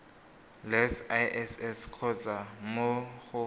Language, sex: Tswana, male